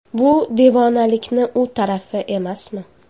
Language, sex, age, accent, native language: Uzbek, female, 18-24, Toshkent shahri, Uzbek